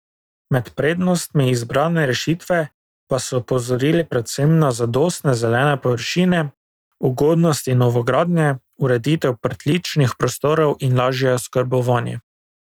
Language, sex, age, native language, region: Slovenian, male, 18-29, Slovenian, Drava region